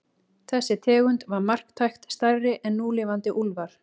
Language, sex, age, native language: Icelandic, female, 18-19, Icelandic